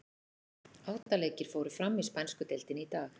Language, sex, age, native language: Icelandic, female, 40-49, Icelandic